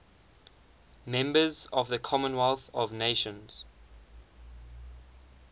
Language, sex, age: English, male, 19